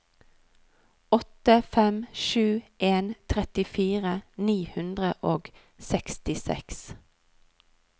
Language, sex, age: Norwegian, female, 39